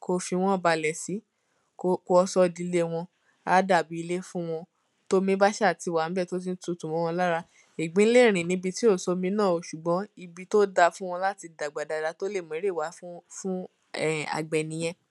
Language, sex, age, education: Yoruba, female, 15-29, tertiary